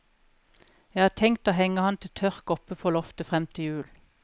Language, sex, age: Norwegian, female, 41